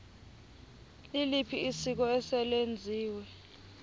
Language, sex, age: Xhosa, female, 24